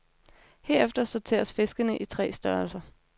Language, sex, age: Danish, female, 26